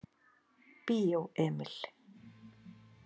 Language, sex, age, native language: Icelandic, female, 40-49, Icelandic